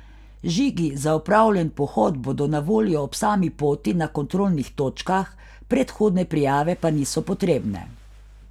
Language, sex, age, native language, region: Slovenian, female, 50-59, Slovenian, Carinthia region